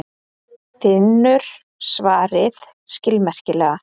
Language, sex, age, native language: Icelandic, female, 30-39, Icelandic